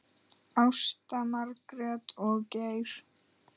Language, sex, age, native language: Icelandic, male, 10, Icelandic